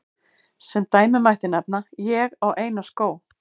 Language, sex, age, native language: Icelandic, female, 50-59, Icelandic